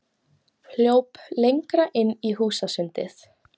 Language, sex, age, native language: Icelandic, female, 18-19, Icelandic